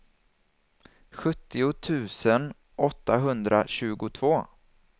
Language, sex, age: Swedish, male, 27